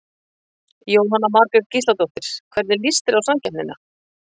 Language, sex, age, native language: Icelandic, female, 50-59, Icelandic